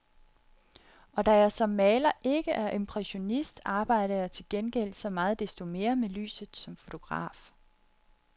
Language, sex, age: Danish, female, 30